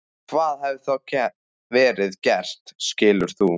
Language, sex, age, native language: Icelandic, male, 14, Icelandic